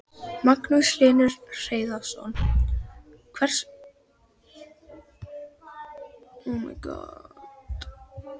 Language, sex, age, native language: Icelandic, female, 12, Icelandic